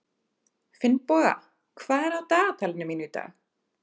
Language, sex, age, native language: Icelandic, female, 30-39, Icelandic